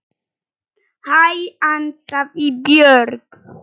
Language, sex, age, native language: Icelandic, male, 9, Polish